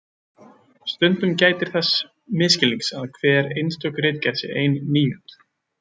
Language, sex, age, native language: Icelandic, male, 20-29, Icelandic